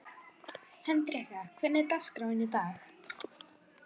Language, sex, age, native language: Icelandic, female, 11, Icelandic